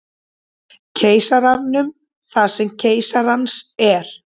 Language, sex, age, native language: Icelandic, female, 30-39, Icelandic